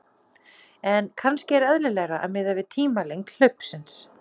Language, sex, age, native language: Icelandic, female, 40-49, Icelandic